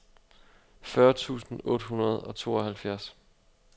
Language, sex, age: Danish, male, 25